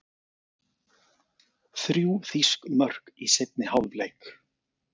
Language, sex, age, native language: Icelandic, male, 40-49, Icelandic